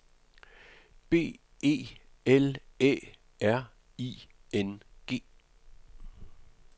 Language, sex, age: Danish, male, 66